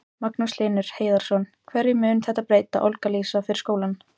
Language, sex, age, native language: Icelandic, female, 18-19, Icelandic